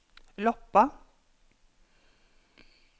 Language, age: Norwegian, 50